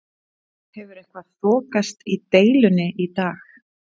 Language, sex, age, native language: Icelandic, female, 30-39, Icelandic